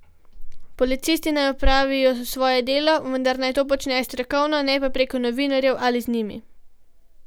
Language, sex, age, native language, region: Slovenian, female, 12-17, Slovenian, Gorenjska region